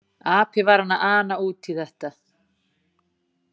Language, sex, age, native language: Icelandic, female, 40-49, Icelandic